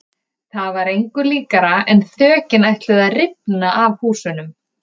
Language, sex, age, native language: Icelandic, female, 30-39, Icelandic